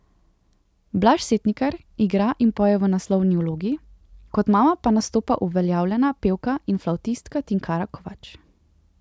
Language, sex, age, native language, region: Slovenian, female, 18-29, Slovenian, Central Slovenia